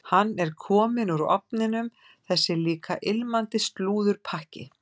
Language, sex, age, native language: Icelandic, female, 50-59, Icelandic